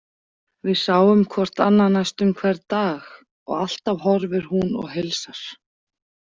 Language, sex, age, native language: Icelandic, female, 40-49, Icelandic